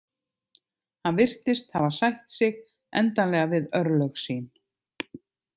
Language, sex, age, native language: Icelandic, other, 50-59, Icelandic